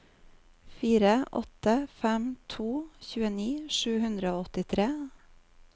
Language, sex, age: Norwegian, female, 39